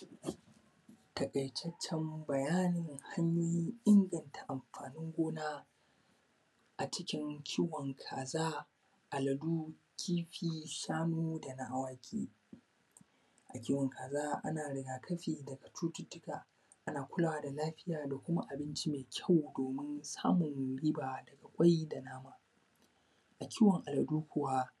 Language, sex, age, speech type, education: Hausa, male, 15-29, spontaneous, tertiary